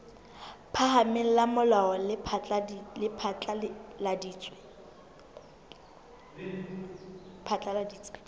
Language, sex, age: Southern Sotho, female, 22